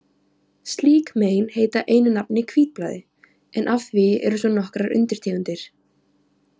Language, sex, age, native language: Icelandic, female, 18-19, Icelandic